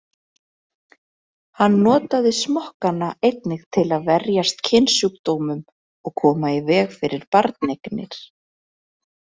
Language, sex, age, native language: Icelandic, female, 30-39, Icelandic